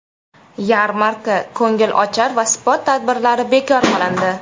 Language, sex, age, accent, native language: Uzbek, female, 25-34, Toshkent shahri, Uzbek